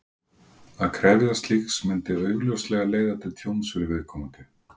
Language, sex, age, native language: Icelandic, male, 40-49, Icelandic